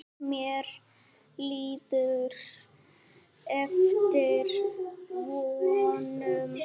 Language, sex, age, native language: Icelandic, female, 8, Icelandic